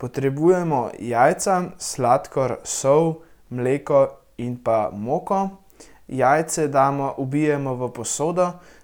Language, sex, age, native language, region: Slovenian, male, 18-29, Slovenian, Central Slovenia